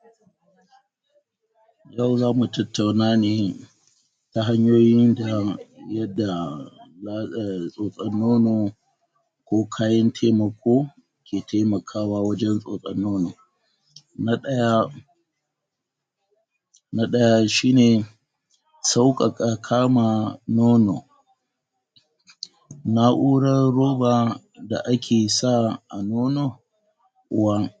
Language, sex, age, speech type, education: Hausa, male, 46-60, spontaneous, tertiary